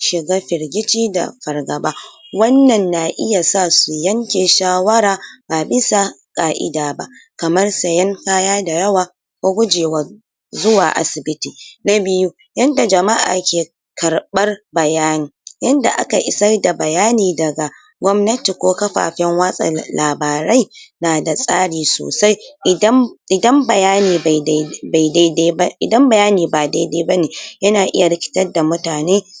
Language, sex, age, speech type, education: Hausa, female, 60+, spontaneous, tertiary